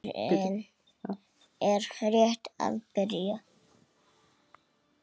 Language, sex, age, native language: Icelandic, male, 6, Icelandic